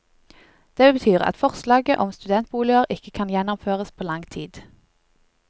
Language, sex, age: Norwegian, female, 20